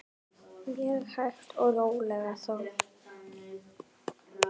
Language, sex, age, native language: Icelandic, female, 7, Icelandic